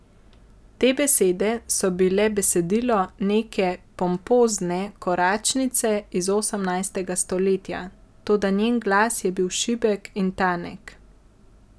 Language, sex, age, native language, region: Slovenian, male, 50-59, Slovenian, Central Slovenia